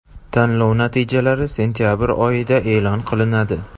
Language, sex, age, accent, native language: Uzbek, male, 18-24, Jizzax, Uzbek